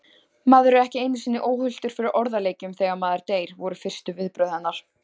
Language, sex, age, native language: Icelandic, female, 20-29, Icelandic